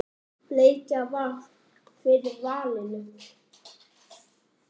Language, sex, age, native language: Icelandic, male, 8, Icelandic